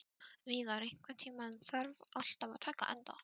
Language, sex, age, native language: Icelandic, female, 12, Icelandic